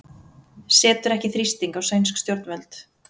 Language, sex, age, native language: Icelandic, female, 30-39, Icelandic